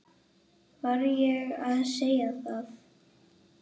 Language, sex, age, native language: Icelandic, female, 8, Icelandic